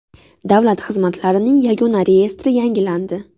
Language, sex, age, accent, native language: Uzbek, female, 18-24, Navoiy, Uzbek